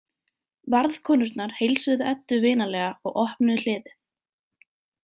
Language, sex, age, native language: Icelandic, female, 20-29, Icelandic